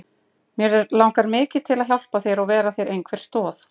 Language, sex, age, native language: Icelandic, female, 30-39, Icelandic